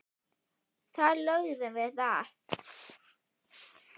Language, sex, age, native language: Icelandic, female, 9, Icelandic